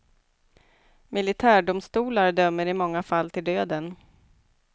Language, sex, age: Swedish, female, 29